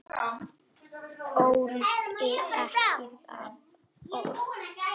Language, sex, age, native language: Icelandic, male, 6, Icelandic